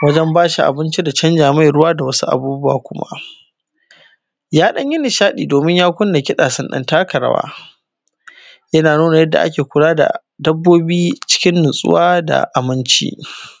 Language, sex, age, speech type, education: Hausa, male, 15-29, spontaneous, primary